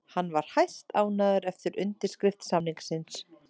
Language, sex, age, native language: Icelandic, female, 30-39, Icelandic